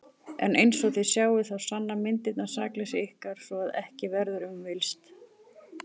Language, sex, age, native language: Icelandic, female, 40-49, Icelandic